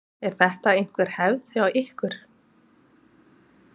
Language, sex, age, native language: Icelandic, female, 30-39, Icelandic